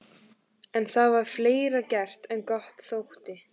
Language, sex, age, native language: Icelandic, female, 14, Icelandic